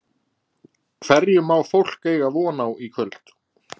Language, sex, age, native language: Icelandic, male, 20-29, Icelandic